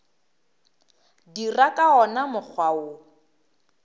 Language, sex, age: Northern Sotho, female, 23